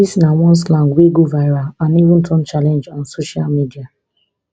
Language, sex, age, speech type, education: Nigerian Pidgin, female, 30-45, spontaneous, tertiary